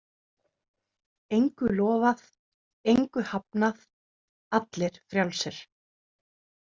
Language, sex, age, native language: Icelandic, female, 30-39, Icelandic